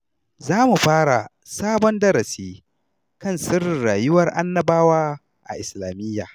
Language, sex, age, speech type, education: Hausa, male, 30-45, read, tertiary